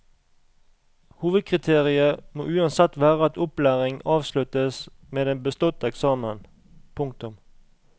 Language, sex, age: Norwegian, male, 38